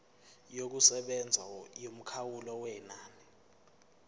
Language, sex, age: Zulu, male, 24